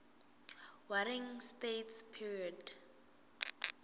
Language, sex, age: Swati, female, 19